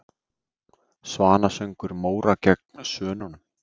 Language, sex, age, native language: Icelandic, male, 30-39, Icelandic